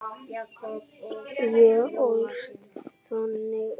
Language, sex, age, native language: Icelandic, male, 9, Icelandic